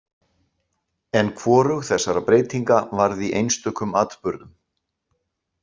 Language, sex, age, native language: Icelandic, male, 60-69, Icelandic